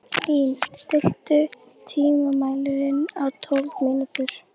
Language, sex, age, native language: Icelandic, other, 12, Icelandic